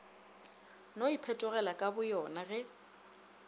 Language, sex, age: Northern Sotho, female, 27